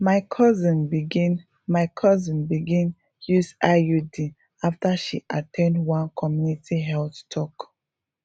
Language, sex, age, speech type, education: Nigerian Pidgin, female, 15-29, spontaneous, tertiary